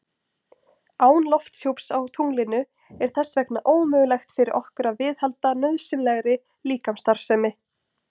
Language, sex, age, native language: Icelandic, female, 20-29, Icelandic